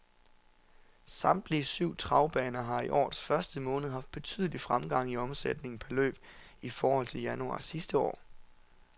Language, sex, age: Danish, male, 27